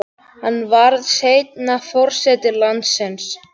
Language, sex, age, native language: Icelandic, male, 18-19, Icelandic